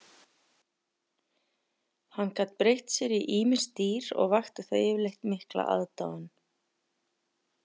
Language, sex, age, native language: Icelandic, female, 40-49, Icelandic